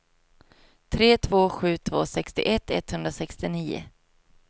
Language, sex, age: Swedish, female, 22